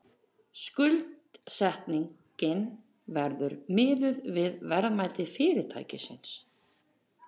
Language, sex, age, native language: Icelandic, female, 40-49, Icelandic